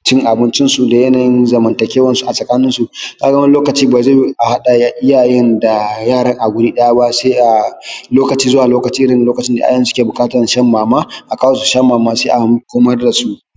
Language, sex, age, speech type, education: Hausa, male, 15-29, spontaneous, tertiary